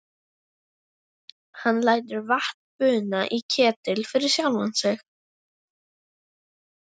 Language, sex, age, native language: Icelandic, female, 11, Icelandic